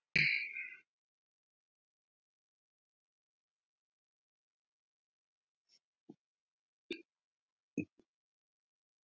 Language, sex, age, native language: Icelandic, female, 30-39, Icelandic